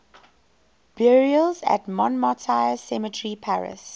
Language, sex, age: English, female, 21